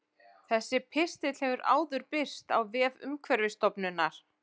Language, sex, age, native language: Icelandic, female, 40-49, Icelandic